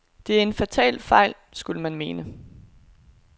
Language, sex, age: Danish, female, 22